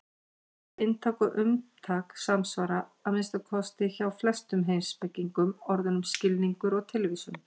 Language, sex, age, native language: Icelandic, female, 50-59, Icelandic